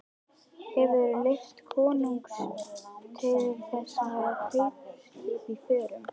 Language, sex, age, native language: Icelandic, female, 11, Icelandic